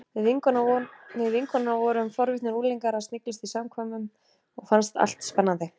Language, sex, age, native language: Icelandic, female, 30-39, Icelandic